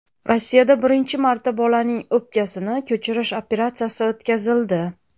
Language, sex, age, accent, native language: Uzbek, female, 30-39, Andijon, Uzbek